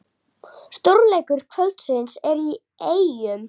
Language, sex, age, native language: Icelandic, female, 30-39, Icelandic